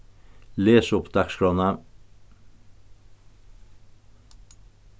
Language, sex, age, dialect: Faroese, male, 61+, Norðurstreymoy/Eysturoy